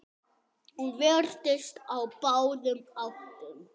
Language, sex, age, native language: Icelandic, male, 8, Icelandic